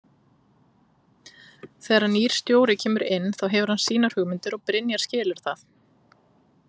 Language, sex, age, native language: Icelandic, female, 30-39, Icelandic